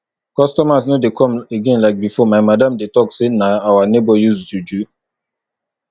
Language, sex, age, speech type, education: Nigerian Pidgin, male, 30-45, spontaneous, tertiary